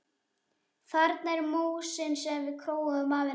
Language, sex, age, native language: Icelandic, male, 11, Icelandic